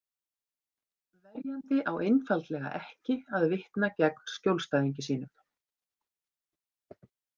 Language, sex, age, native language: Icelandic, female, 50-59, Icelandic